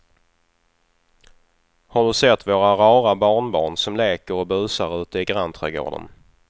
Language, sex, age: Swedish, male, 28